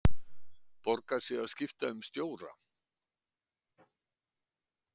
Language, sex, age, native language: Icelandic, male, 60-69, Icelandic